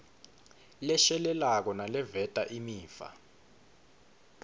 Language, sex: Swati, male